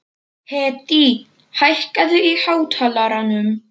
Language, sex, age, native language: Icelandic, male, 40-49, Polish